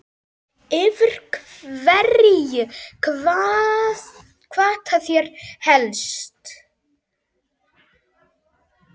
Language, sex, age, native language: Icelandic, male, 7, Icelandic